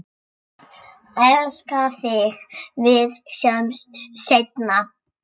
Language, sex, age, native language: Icelandic, female, 6, Icelandic